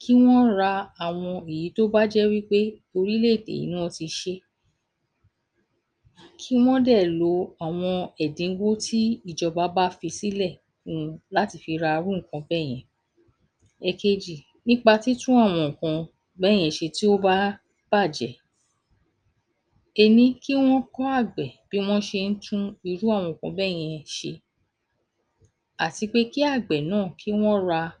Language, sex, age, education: Yoruba, female, 46-60, tertiary